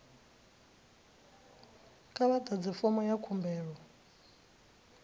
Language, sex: Venda, female